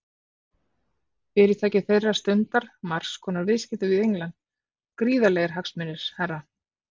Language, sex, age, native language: Icelandic, female, 40-49, Icelandic